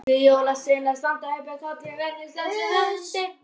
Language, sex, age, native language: Icelandic, female, 18-19, Icelandic